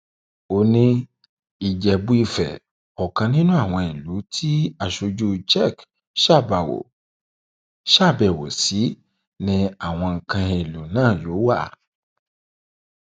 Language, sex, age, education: Yoruba, male, 30-45, tertiary